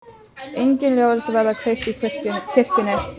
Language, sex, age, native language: Icelandic, other, 12, Icelandic